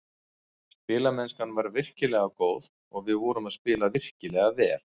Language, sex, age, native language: Icelandic, male, 40-49, Icelandic